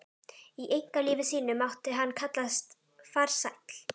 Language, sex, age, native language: Icelandic, female, 12, Icelandic